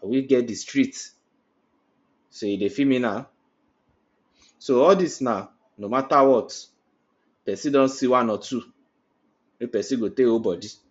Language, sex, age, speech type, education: Nigerian Pidgin, male, 46-60, spontaneous, tertiary